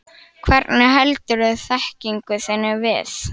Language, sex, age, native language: Icelandic, male, 9, Icelandic